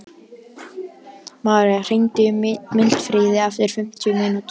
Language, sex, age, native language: Icelandic, male, 12, Icelandic